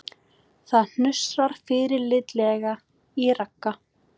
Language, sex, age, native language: Icelandic, female, 18-19, Icelandic